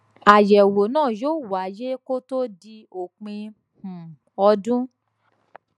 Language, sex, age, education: Yoruba, female, 15-29, tertiary